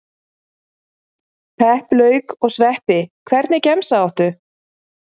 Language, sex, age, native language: Icelandic, female, 50-59, Icelandic